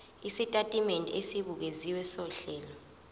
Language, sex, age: Zulu, female, 24